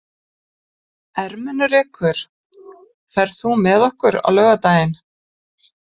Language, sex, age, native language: Icelandic, female, 50-59, Icelandic